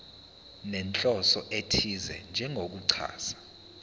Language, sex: Zulu, male